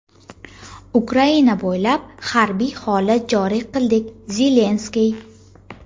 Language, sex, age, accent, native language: Uzbek, female, 19-29, Jizzax, Uzbek